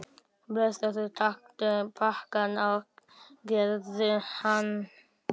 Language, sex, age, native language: Icelandic, male, 12, Icelandic